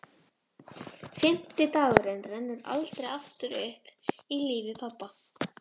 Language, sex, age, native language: Icelandic, female, 11, Icelandic